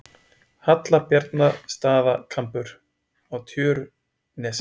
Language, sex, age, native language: Icelandic, male, 20-29, Icelandic